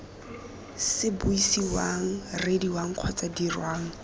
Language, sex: Tswana, female